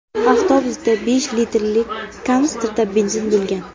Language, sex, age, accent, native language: Uzbek, female, 18-24, Navoiy, Uzbek